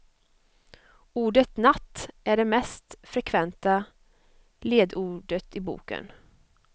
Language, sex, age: Swedish, female, 25